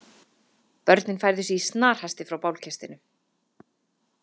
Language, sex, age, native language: Icelandic, female, 30-39, Icelandic